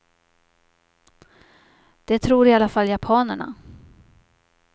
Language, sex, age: Swedish, female, 50